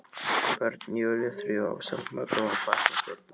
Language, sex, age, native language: Icelandic, male, 12, Icelandic